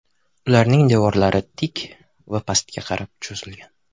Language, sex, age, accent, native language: Uzbek, male, 18-24, Toshkent shahri, Uzbek